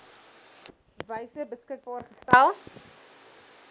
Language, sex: Afrikaans, female